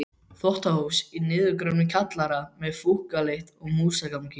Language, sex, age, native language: Icelandic, male, 12, Icelandic